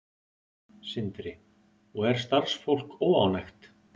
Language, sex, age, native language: Icelandic, male, 50-59, Icelandic